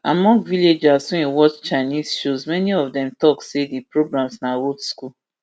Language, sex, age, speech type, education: Nigerian Pidgin, female, 30-45, spontaneous, tertiary